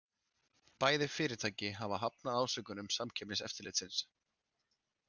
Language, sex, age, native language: Icelandic, male, 30-39, Icelandic